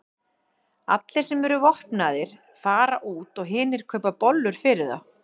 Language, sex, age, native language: Icelandic, female, 40-49, Icelandic